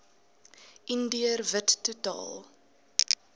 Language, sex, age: Afrikaans, female, 19